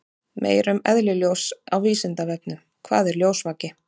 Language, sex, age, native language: Icelandic, female, 30-39, Icelandic